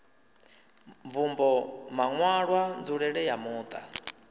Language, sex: Venda, male